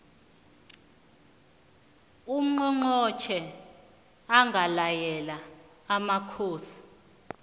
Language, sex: South Ndebele, female